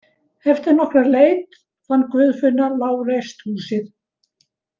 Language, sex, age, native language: Icelandic, female, 70-79, Icelandic